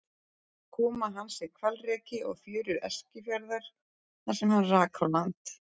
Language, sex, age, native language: Icelandic, female, 40-49, Icelandic